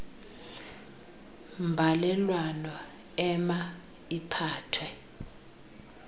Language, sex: Xhosa, female